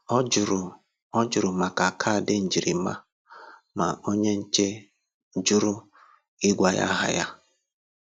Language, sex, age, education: Igbo, male, 15-29, tertiary